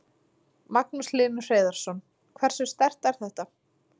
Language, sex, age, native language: Icelandic, female, 30-39, Icelandic